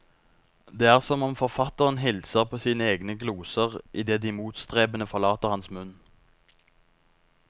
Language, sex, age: Norwegian, male, 19